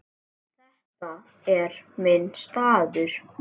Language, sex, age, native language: Icelandic, male, 7, Icelandic